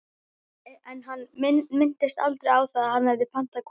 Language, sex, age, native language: Icelandic, female, 12, Icelandic